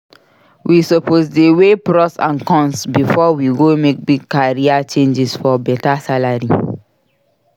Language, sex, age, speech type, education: Nigerian Pidgin, female, 46-60, read, secondary